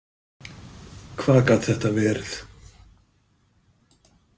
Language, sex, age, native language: Icelandic, male, 50-59, Icelandic